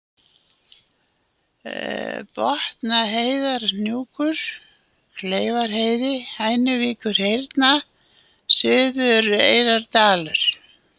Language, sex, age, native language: Icelandic, female, 80-89, Icelandic